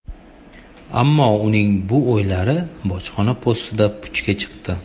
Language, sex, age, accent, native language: Uzbek, male, 25-34, Toshkent shahri, Uzbek